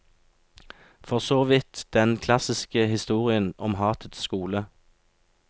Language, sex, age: Norwegian, male, 36